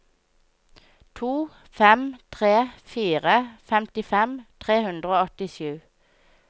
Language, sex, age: Norwegian, female, 24